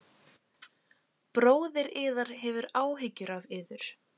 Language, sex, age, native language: Icelandic, female, 18-19, Icelandic